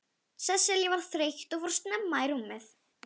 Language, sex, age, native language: Icelandic, female, 11, Icelandic